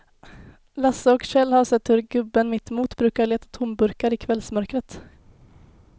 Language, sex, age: Swedish, female, 19